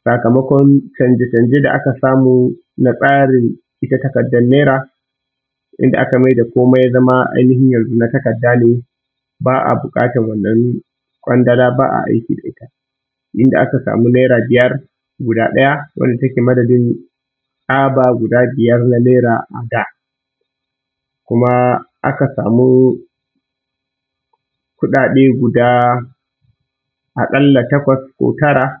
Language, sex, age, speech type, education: Hausa, male, 15-29, spontaneous, tertiary